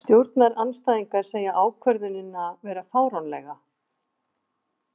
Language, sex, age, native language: Icelandic, female, 50-59, Icelandic